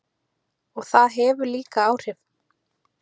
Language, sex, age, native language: Icelandic, female, 30-39, Icelandic